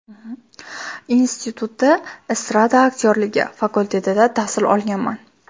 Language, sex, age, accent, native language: Uzbek, female, 18-24, Toshkent shahri, Uzbek